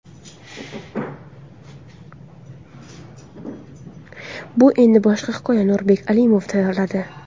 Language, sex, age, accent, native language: Uzbek, female, under 19, Qashqadaryo, Uzbek